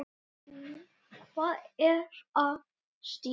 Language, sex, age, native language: Icelandic, male, 8, Icelandic